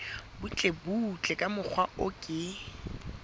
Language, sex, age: Southern Sotho, female, 22